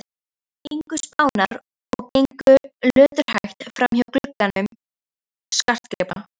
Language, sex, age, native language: Icelandic, female, 13, Icelandic